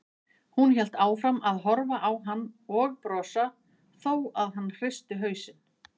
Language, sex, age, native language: Icelandic, female, 50-59, Icelandic